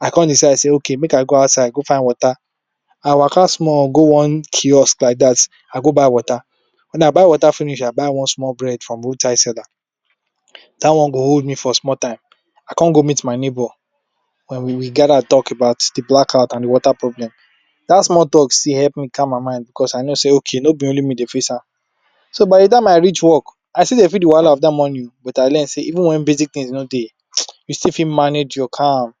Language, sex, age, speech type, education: Nigerian Pidgin, male, 46-60, spontaneous, tertiary